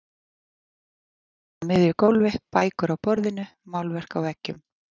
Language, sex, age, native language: Icelandic, female, 40-49, Icelandic